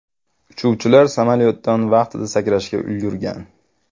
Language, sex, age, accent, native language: Uzbek, male, 25-34, Farg'ona, Uzbek